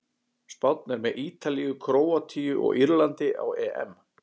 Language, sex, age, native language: Icelandic, male, 40-49, Icelandic